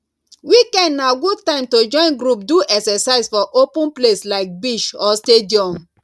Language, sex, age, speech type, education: Nigerian Pidgin, female, 30-45, spontaneous, tertiary